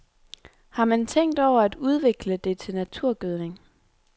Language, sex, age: Danish, female, 23